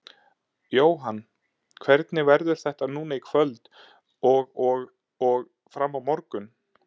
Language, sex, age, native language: Icelandic, male, 30-39, Icelandic